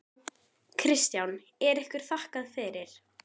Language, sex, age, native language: Icelandic, female, 12, Icelandic